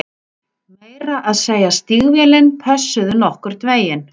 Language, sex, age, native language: Icelandic, female, 40-49, Icelandic